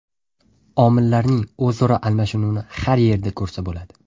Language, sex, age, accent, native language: Uzbek, male, 12-17, Toshkent shahri, Uzbek